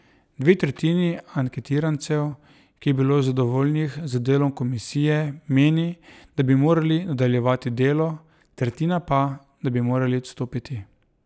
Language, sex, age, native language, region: Slovenian, male, 30-49, Slovenian, Drava region